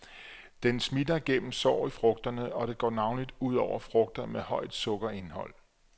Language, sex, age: Danish, male, 34